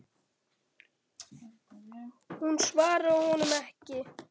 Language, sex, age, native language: Icelandic, male, 7, Icelandic